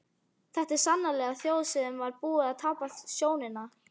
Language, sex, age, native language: Icelandic, female, 12, Icelandic